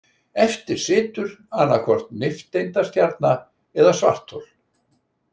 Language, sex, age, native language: Icelandic, male, 60-69, Icelandic